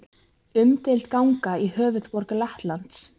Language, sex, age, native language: Icelandic, female, 20-29, Icelandic